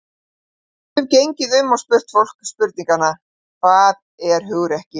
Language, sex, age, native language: Icelandic, female, 50-59, Icelandic